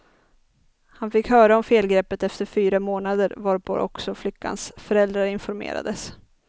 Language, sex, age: Swedish, female, 30